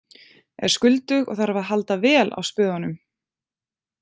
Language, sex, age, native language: Icelandic, female, 20-29, Icelandic